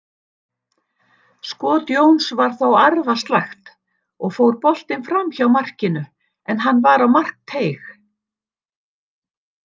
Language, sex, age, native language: Icelandic, female, 60-69, Icelandic